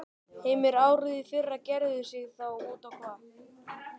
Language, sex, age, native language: Icelandic, male, 12, Icelandic